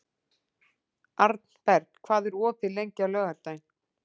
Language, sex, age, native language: Icelandic, female, 40-49, Icelandic